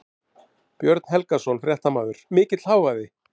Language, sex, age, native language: Icelandic, male, 50-59, Icelandic